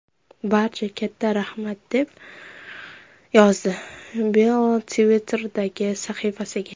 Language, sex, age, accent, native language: Uzbek, female, under 19, Surxondaryo, Uzbek